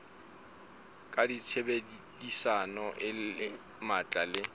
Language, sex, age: Southern Sotho, male, 35